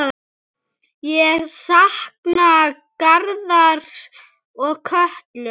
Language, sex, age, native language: Icelandic, male, 6, Icelandic